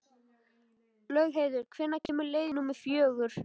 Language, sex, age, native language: Icelandic, male, 11, Icelandic